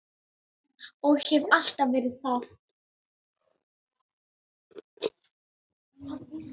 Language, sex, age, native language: Icelandic, female, 10, Icelandic